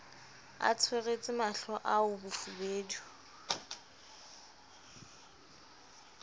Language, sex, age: Southern Sotho, female, 25